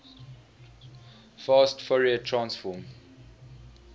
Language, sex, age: English, male, 20